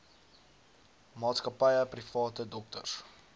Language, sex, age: Afrikaans, male, 19